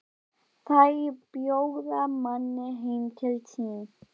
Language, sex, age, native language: Icelandic, female, 12, Icelandic